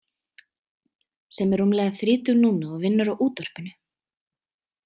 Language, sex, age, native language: Icelandic, female, 20-29, Icelandic